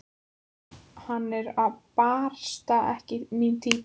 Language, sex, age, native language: Icelandic, female, 14, Icelandic